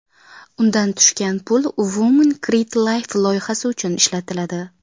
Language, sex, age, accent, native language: Uzbek, female, 19-29, Qashqadaryo, Uzbek